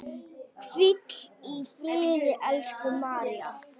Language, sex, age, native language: Icelandic, female, 9, Icelandic